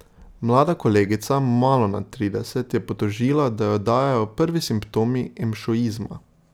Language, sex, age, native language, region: Slovenian, male, 18-29, Slovenian, Drava region